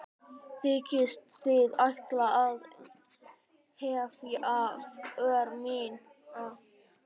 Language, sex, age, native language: Icelandic, male, 12, Icelandic